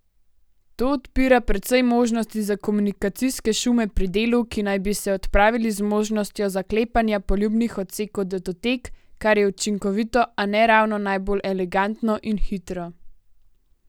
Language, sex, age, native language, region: Slovenian, female, 18-29, Slovenian, Gorenjska region